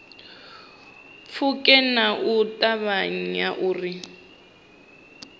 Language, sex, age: Venda, female, 25